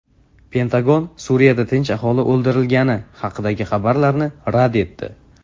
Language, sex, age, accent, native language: Uzbek, male, under 19, Jizzax, Uzbek